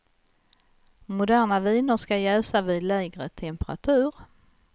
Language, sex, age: Swedish, female, 55